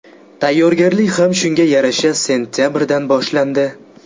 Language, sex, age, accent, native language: Uzbek, male, 18-24, Jizzax, Uzbek